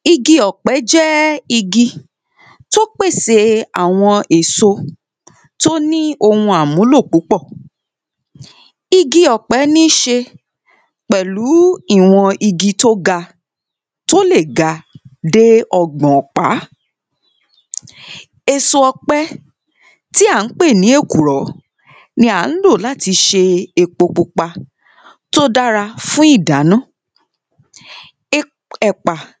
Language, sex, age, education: Yoruba, female, 30-45, secondary